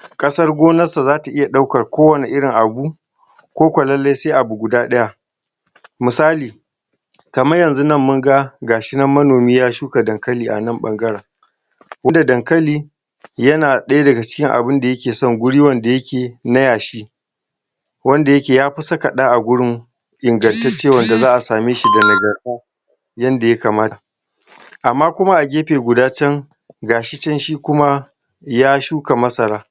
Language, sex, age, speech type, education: Hausa, male, 60+, spontaneous, tertiary